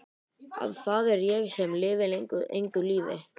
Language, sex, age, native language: Icelandic, other, 12, Icelandic